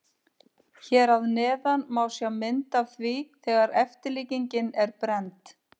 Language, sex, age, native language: Icelandic, female, 50-59, Icelandic